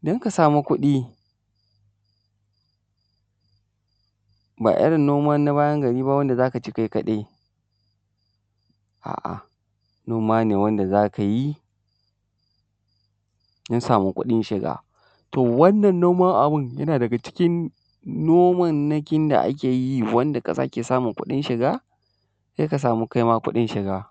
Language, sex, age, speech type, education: Hausa, male, 30-45, spontaneous, primary